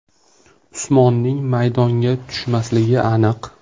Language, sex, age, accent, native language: Uzbek, male, 25-34, Farg'ona, Uzbek